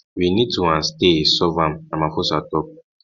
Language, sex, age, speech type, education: Nigerian Pidgin, male, 15-29, spontaneous, tertiary